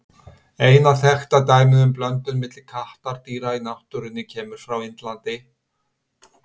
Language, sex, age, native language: Icelandic, male, 60-69, Icelandic